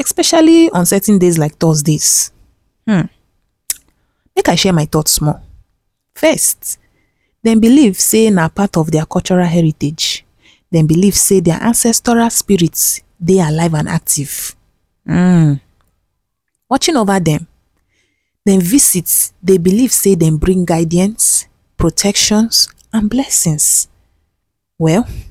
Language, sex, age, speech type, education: Nigerian Pidgin, female, 15-29, spontaneous, tertiary